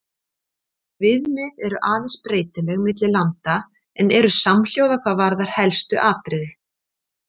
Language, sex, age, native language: Icelandic, female, 50-59, Icelandic